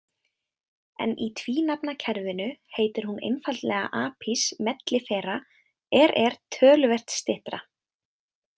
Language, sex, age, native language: Icelandic, female, 20-29, Icelandic